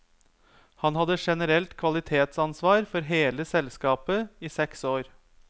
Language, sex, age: Norwegian, male, 30